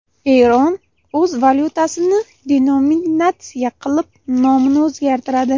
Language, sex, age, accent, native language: Uzbek, female, 18-24, Namangan, Uzbek